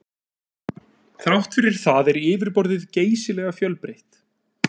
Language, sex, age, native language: Icelandic, male, 30-39, Icelandic